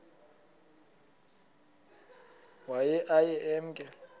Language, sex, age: Xhosa, male, 20